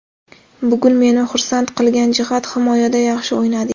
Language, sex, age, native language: Uzbek, female, 18-24, Uzbek